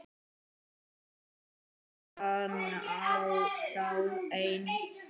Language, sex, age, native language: Icelandic, male, 9, Icelandic